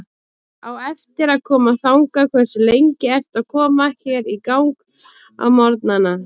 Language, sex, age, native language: Icelandic, female, 30-39, Icelandic